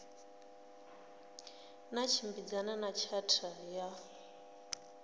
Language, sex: Venda, female